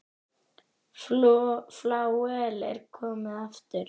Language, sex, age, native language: Icelandic, female, 10, Icelandic